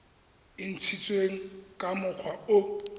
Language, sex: Tswana, male